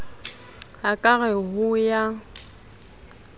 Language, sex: Southern Sotho, female